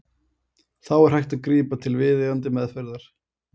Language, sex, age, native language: Icelandic, male, 20-29, Icelandic